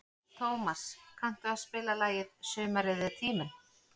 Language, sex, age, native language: Icelandic, female, 40-49, Icelandic